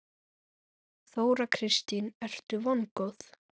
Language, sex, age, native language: Icelandic, female, 9, Icelandic